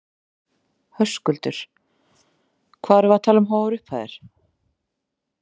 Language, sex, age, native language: Icelandic, female, 30-39, Icelandic